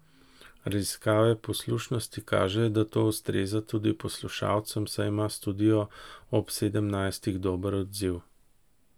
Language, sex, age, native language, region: Slovenian, male, 50-59, Slovenian, Central Slovenia